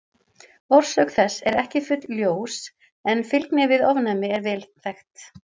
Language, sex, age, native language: Icelandic, female, 40-49, Icelandic